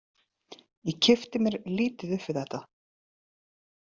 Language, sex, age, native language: Icelandic, female, 30-39, Icelandic